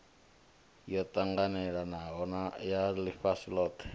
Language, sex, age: Venda, male, 25